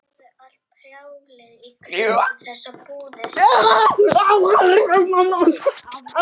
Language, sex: Icelandic, other